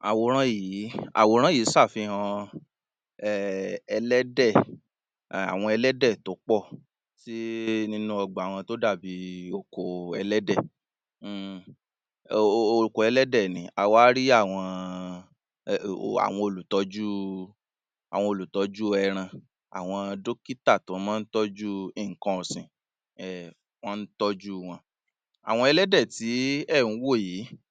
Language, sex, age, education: Yoruba, male, 30-45, tertiary